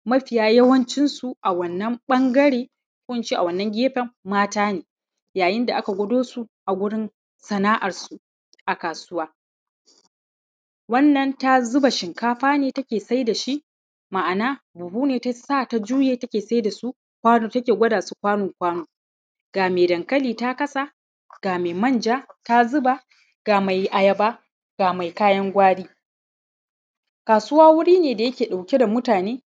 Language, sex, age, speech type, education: Hausa, male, 15-29, spontaneous, primary